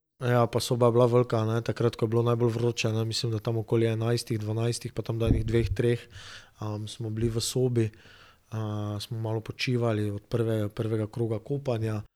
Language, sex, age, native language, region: Slovenian, male, 30-49, Slovenian, Drava region